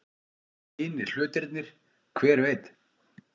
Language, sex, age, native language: Icelandic, male, 50-59, Icelandic